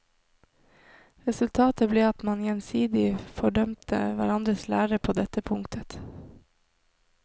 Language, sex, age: Norwegian, female, 26